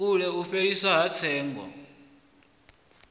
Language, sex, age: Venda, male, 21